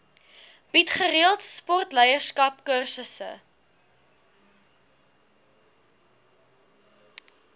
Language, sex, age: Afrikaans, female, 21